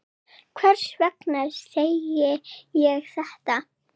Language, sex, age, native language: Icelandic, female, 7, Serbo-Croatian